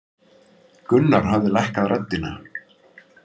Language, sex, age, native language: Icelandic, male, 50-59, Icelandic